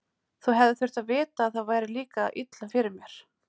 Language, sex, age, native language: Icelandic, female, 30-39, Icelandic